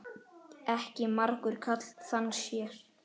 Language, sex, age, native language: Icelandic, male, 9, Icelandic